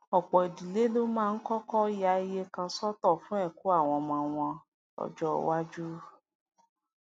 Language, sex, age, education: Yoruba, female, 46-60, tertiary